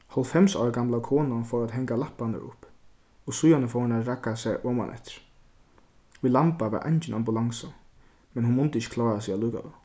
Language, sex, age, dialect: Faroese, male, 15-35, Suðurstreymoy